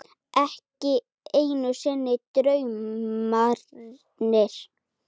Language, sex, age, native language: Icelandic, female, 18-19, Icelandic